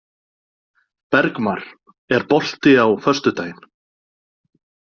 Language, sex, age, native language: Icelandic, male, 40-49, Icelandic